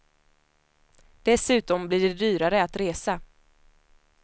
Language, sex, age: Swedish, female, 25